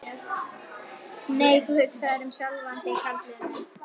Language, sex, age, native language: Icelandic, female, 11, Icelandic